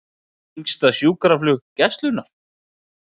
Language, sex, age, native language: Icelandic, male, 30-39, Icelandic